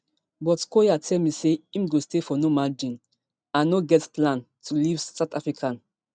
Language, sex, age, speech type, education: Nigerian Pidgin, female, 15-29, spontaneous, tertiary